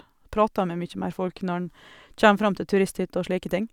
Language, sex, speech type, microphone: Norwegian, female, spontaneous, Sennheiser